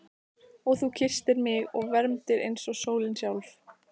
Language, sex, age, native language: Icelandic, female, 14, Icelandic